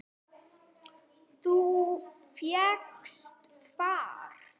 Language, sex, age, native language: Icelandic, female, 8, Icelandic